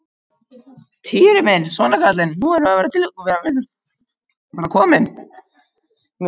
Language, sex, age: Icelandic, other, 50-59